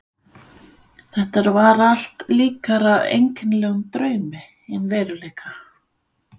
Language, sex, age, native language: Icelandic, female, 50-59, Danish